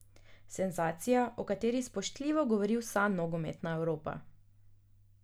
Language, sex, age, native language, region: Slovenian, female, 18-29, Slovenian, Drava region